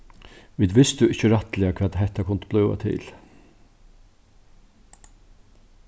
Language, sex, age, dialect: Faroese, male, 61+, Norðuroyggjar